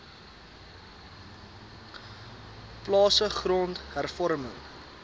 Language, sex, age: Afrikaans, male, 19